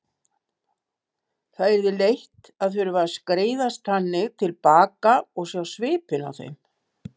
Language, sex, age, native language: Icelandic, female, 70-79, Icelandic